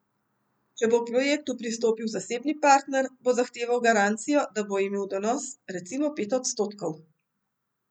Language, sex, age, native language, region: Slovenian, female, 50-59, Slovenian, Central Slovenia